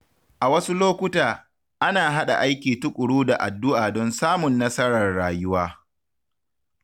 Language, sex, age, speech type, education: Hausa, male, 15-29, read, tertiary